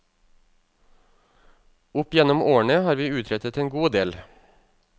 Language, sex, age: Norwegian, male, 35